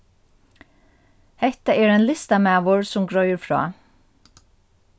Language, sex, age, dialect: Faroese, female, 36-60, Norðurstreymoy/Eysturoy